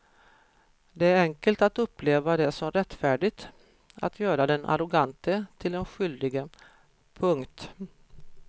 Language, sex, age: Swedish, female, 53